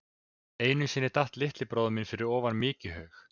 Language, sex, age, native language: Icelandic, male, 20-29, Icelandic